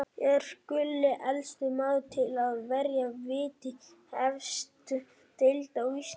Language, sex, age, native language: Icelandic, female, 18-19, Icelandic